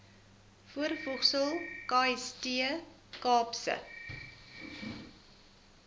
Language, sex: Afrikaans, female